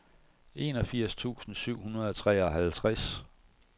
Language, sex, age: Danish, male, 41